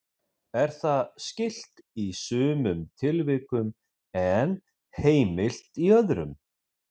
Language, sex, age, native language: Icelandic, male, 50-59, Icelandic